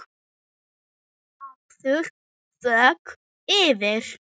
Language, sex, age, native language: Icelandic, female, 7, Icelandic